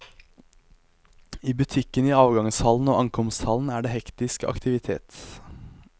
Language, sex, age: Norwegian, male, 23